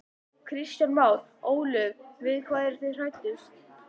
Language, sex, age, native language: Icelandic, male, 11, Icelandic